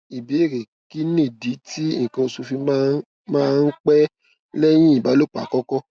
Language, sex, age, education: Yoruba, male, 15-29, tertiary